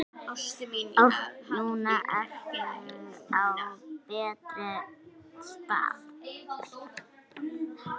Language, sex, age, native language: Icelandic, female, 9, Icelandic